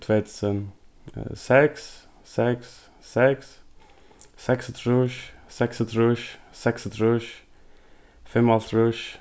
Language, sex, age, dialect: Faroese, male, 15-35, Norðurstreymoy/Eysturoy